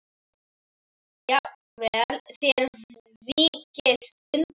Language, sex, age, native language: Icelandic, male, 10, Icelandic